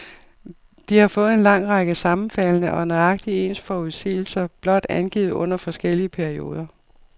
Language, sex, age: Danish, female, 52